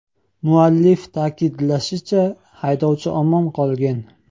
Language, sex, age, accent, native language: Uzbek, male, 18-24, Andijon, Uzbek